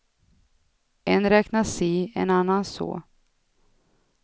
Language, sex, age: Swedish, female, 32